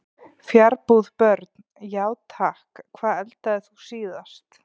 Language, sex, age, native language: Icelandic, female, 30-39, Icelandic